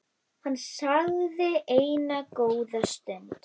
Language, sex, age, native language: Icelandic, female, 10, Icelandic